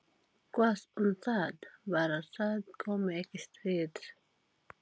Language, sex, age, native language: Icelandic, female, 40-49, Filipino